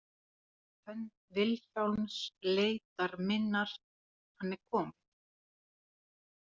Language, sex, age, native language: Icelandic, female, 40-49, Icelandic